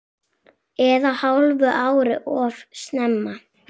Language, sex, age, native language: Icelandic, female, 7, Icelandic